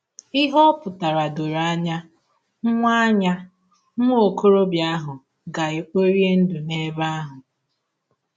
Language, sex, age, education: Igbo, female, 15-29, tertiary